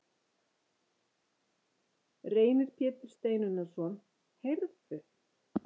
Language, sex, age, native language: Icelandic, female, 50-59, Icelandic